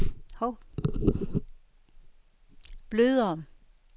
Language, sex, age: Danish, female, 69